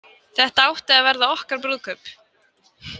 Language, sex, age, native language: Icelandic, female, 20-29, Icelandic